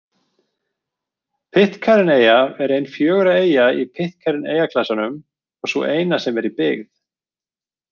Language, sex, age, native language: Icelandic, male, 40-49, Icelandic